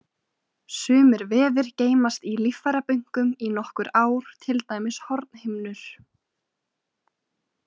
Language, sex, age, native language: Icelandic, female, 20-29, Icelandic